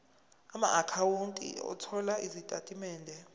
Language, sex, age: Zulu, male, 23